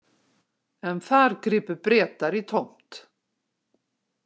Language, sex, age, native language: Icelandic, female, 60-69, Icelandic